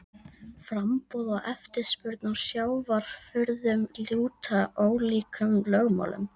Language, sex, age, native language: Icelandic, female, 13, Icelandic